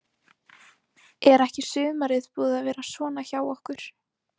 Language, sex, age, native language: Icelandic, female, 18-19, Icelandic